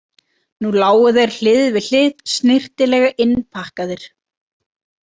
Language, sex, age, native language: Icelandic, female, 30-39, Icelandic